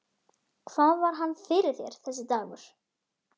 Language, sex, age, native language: Icelandic, male, 11, Icelandic